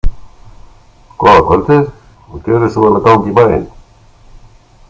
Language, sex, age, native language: Icelandic, male, 60-69, Icelandic